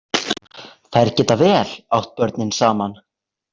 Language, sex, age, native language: Icelandic, male, 18-19, Icelandic